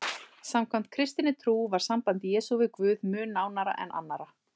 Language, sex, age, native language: Icelandic, male, 30-39, Icelandic